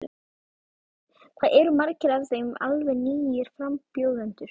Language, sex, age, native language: Icelandic, female, 11, Icelandic